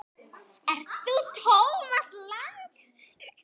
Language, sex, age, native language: Icelandic, female, 10, Icelandic